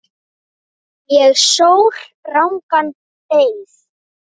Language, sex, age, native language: Icelandic, female, 9, Icelandic